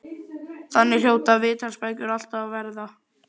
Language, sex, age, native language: Icelandic, male, 11, Icelandic